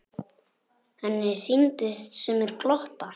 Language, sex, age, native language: Icelandic, male, 9, Icelandic